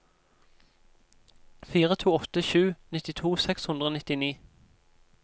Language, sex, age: Norwegian, male, 26